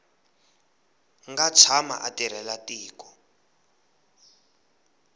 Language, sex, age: Tsonga, male, 20